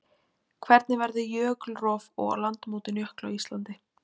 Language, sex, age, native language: Icelandic, female, 20-29, Icelandic